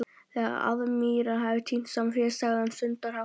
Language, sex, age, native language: Icelandic, male, 12, Icelandic